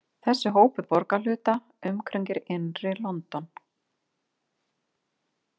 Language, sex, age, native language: Icelandic, female, 50-59, Icelandic